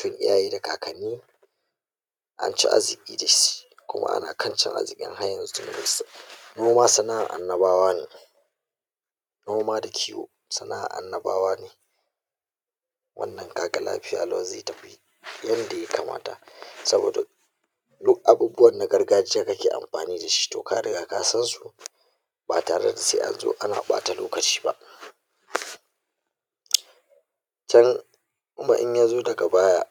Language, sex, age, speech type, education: Hausa, male, 46-60, spontaneous, tertiary